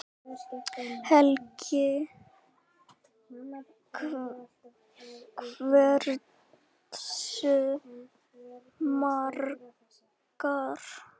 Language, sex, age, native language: Icelandic, female, 9, Icelandic